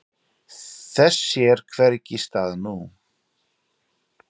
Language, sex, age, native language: Icelandic, male, 40-49, Icelandic